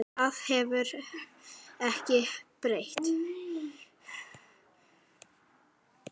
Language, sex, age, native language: Icelandic, female, 9, Icelandic